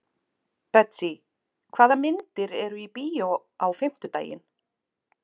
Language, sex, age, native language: Icelandic, female, 40-49, Icelandic